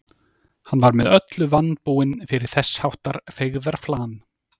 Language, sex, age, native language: Icelandic, male, 30-39, Icelandic